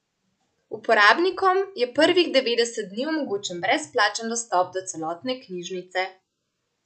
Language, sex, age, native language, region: Slovenian, female, 18-29, Slovenian, Central Slovenia